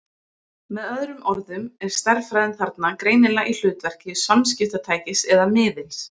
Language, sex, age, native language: Icelandic, female, 20-29, Icelandic